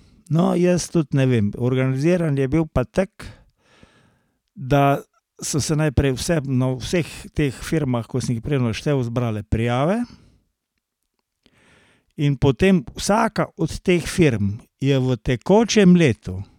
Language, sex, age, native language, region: Slovenian, male, 60+, Slovenian, Carinthia region